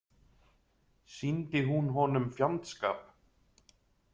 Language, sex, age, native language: Icelandic, male, 30-39, Icelandic